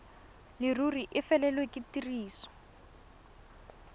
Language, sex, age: Tswana, female, 20